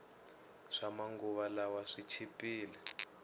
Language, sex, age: Tsonga, male, 18